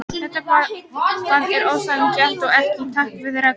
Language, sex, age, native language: Icelandic, female, 18-19, Icelandic